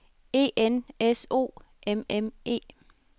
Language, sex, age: Danish, female, 33